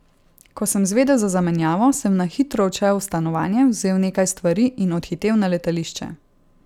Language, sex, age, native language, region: Slovenian, female, 18-29, Slovenian, Savinja region